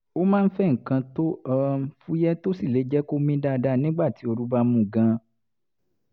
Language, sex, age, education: Yoruba, male, 30-45, tertiary